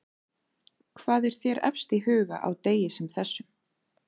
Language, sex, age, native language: Icelandic, female, 30-39, Icelandic